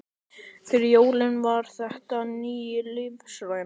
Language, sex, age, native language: Icelandic, male, 11, Icelandic